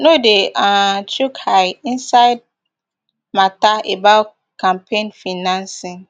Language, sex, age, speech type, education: Nigerian Pidgin, female, 15-29, spontaneous, tertiary